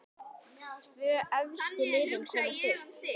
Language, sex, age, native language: Icelandic, male, 10, Icelandic